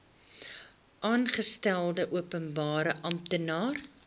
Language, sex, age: Afrikaans, female, 21